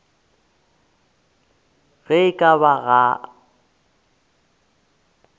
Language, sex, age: Northern Sotho, male, 24